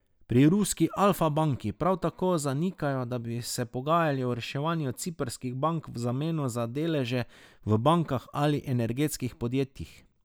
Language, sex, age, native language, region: Slovenian, male, 30-49, Slovenian, Drava region